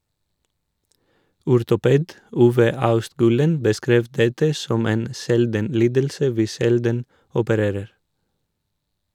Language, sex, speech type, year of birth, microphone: Norwegian, male, read, 1986, Shure